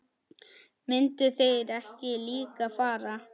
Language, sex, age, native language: Icelandic, male, 9, Icelandic